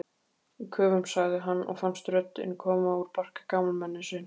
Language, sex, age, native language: Icelandic, male, 15, Icelandic